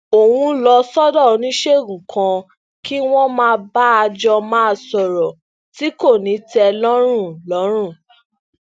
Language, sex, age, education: Yoruba, female, 15-29, tertiary